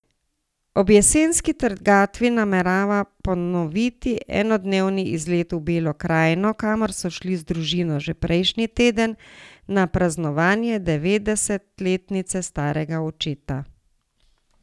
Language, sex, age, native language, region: Slovenian, female, 60+, Slovenian, Savinja region